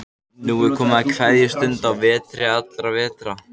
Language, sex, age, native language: Icelandic, male, 14, Icelandic